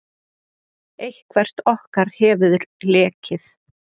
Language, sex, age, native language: Icelandic, female, 30-39, Icelandic